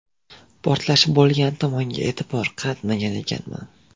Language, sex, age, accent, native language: Uzbek, male, 18-24, Jizzax, Uzbek